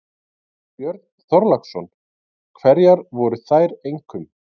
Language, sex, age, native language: Icelandic, male, 30-39, Icelandic